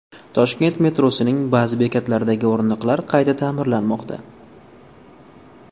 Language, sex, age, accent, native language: Uzbek, male, 19-29, Toshkent viloyati, Uzbek